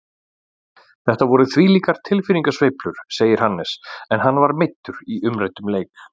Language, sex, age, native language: Icelandic, male, 40-49, Icelandic